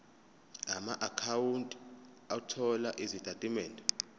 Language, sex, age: Zulu, male, 25